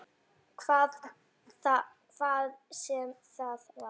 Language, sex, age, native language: Icelandic, female, 8, Icelandic